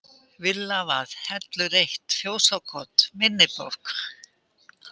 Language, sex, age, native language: Icelandic, female, 80-89, Icelandic